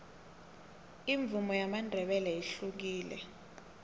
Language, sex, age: South Ndebele, female, 18